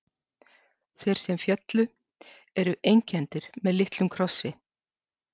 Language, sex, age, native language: Icelandic, female, 60-69, Icelandic